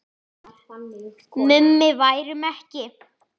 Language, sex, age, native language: Icelandic, female, 10, Icelandic